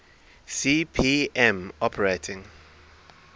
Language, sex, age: English, male, 23